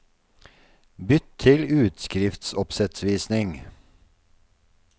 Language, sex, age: Norwegian, male, 48